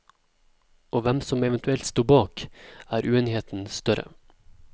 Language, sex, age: Norwegian, male, 27